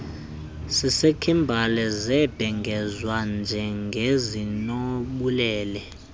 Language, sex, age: Xhosa, male, 20